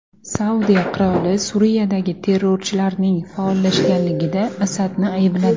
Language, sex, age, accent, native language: Uzbek, female, 18-24, Namangan, Uzbek